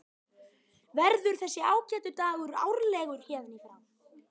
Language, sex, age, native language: Icelandic, male, 12, Icelandic